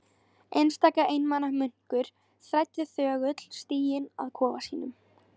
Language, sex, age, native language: Icelandic, female, 13, Icelandic